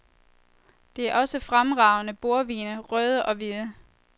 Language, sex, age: Danish, female, 23